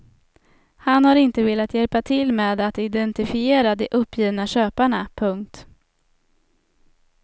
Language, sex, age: Swedish, female, 27